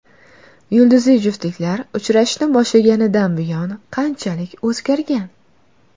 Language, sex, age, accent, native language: Uzbek, female, 19-29, Qashqadaryo, Uzbek